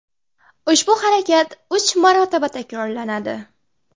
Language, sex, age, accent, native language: Uzbek, female, under 19, Xorazm, Uzbek